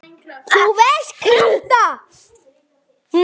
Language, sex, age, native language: Icelandic, male, 9, Icelandic